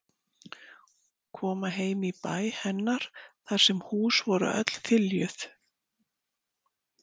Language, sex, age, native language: Icelandic, female, 60-69, Icelandic